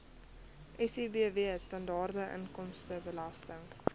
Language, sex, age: Afrikaans, female, 21